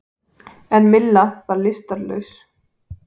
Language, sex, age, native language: Icelandic, female, 18-19, Icelandic